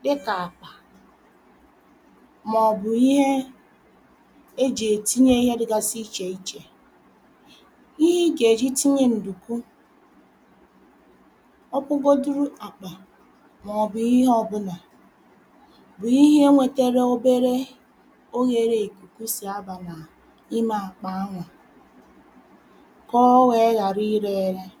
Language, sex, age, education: Igbo, female, 30-45, primary